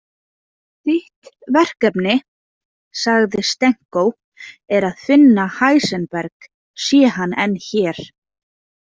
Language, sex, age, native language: Icelandic, female, 20-29, Icelandic